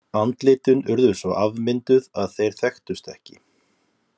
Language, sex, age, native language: Icelandic, male, 30-39, Icelandic